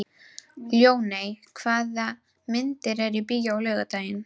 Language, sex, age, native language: Icelandic, female, 12, Icelandic